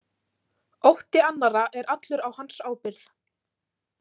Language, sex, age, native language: Icelandic, female, 18-19, Icelandic